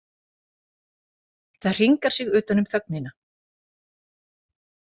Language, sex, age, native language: Icelandic, female, 40-49, Icelandic